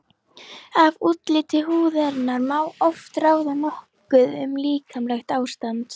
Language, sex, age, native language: Icelandic, female, 11, Icelandic